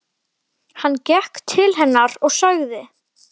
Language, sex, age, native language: Icelandic, male, 12, Icelandic